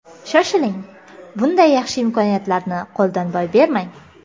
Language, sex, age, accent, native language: Uzbek, female, 25-34, Toshkent shahri, Uzbek